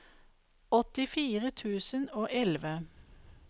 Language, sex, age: Norwegian, female, 52